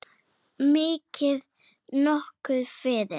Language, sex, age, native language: Icelandic, male, 8, Icelandic